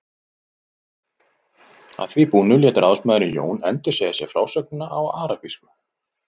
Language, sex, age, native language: Icelandic, male, 40-49, Icelandic